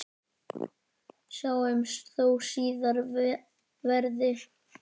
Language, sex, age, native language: Icelandic, female, 10, Icelandic